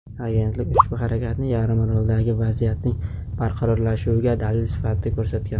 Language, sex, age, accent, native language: Uzbek, male, 19-29, Jizzax, Uzbek